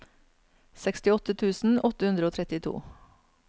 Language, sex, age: Norwegian, female, 49